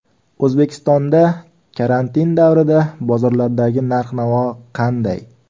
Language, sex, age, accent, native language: Uzbek, male, 18-24, Farg'ona, Uzbek